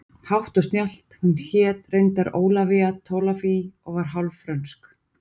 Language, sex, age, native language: Icelandic, female, 40-49, Icelandic